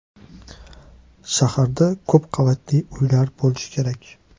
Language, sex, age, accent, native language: Uzbek, male, 18-24, Toshkent shahri, Uzbek